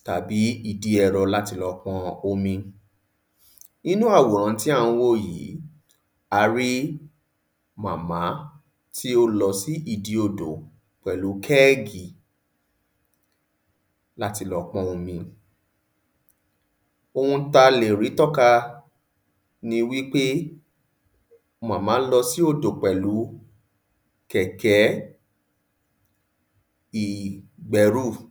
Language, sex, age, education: Yoruba, male, 30-45, tertiary